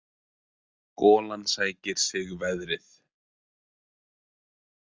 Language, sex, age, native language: Icelandic, male, 20-29, Icelandic